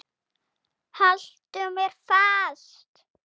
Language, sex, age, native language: Icelandic, female, 8, Icelandic